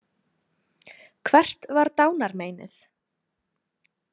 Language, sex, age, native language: Icelandic, female, 20-29, Icelandic